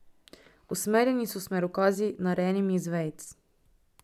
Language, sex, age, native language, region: Slovenian, female, 18-29, Slovenian, Drava region